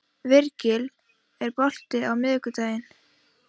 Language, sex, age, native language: Icelandic, female, 15, Icelandic